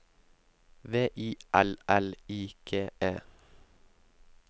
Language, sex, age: Norwegian, male, 19